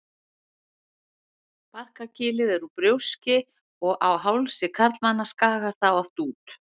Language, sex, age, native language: Icelandic, female, 60-69, Icelandic